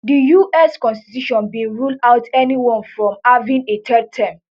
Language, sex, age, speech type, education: Nigerian Pidgin, female, 15-29, spontaneous, tertiary